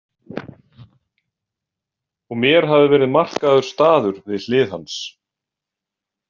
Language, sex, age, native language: Icelandic, male, 40-49, Icelandic